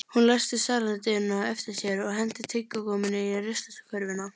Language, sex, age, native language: Icelandic, female, 30-39, Icelandic